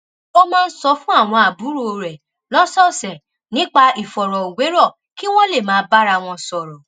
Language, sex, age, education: Yoruba, female, 30-45, tertiary